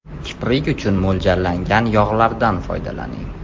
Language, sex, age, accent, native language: Uzbek, male, 18-24, Toshkent shahri, Uzbek